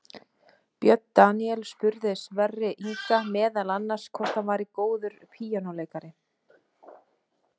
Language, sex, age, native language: Icelandic, female, 30-39, Icelandic